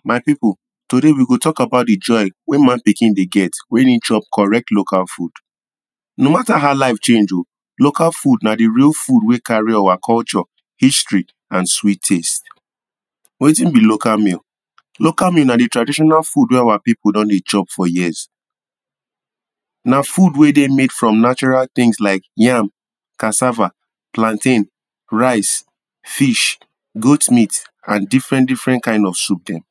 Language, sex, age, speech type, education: Nigerian Pidgin, male, 30-45, spontaneous, tertiary